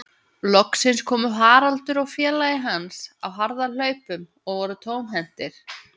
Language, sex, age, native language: Icelandic, female, 20-29, Icelandic